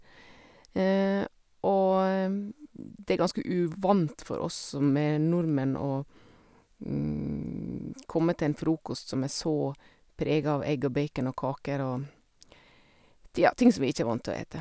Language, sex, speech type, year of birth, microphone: Norwegian, female, spontaneous, 1972, Sennheiser